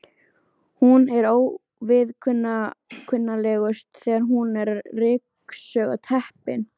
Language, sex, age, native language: Icelandic, female, 13, Icelandic